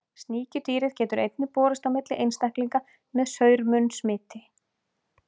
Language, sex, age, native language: Icelandic, female, 30-39, Icelandic